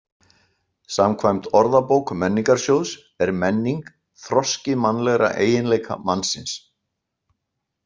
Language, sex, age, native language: Icelandic, male, 60-69, Icelandic